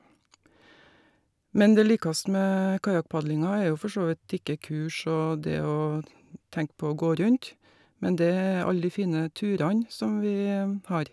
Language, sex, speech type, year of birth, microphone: Norwegian, female, spontaneous, 1961, Shure